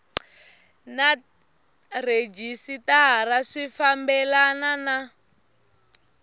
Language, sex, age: Tsonga, female, 18